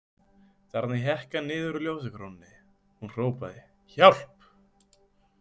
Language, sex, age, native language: Icelandic, male, 20-29, Icelandic